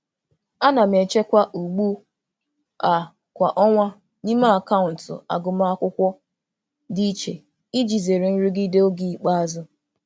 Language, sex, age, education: Igbo, female, 30-45, tertiary